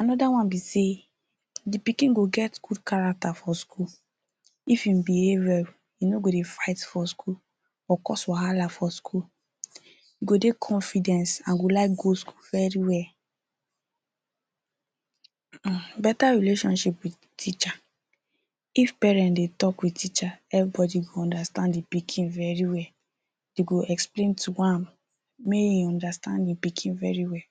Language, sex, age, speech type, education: Nigerian Pidgin, female, 30-45, spontaneous, tertiary